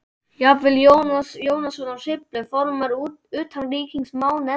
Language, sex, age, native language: Icelandic, male, 12, Icelandic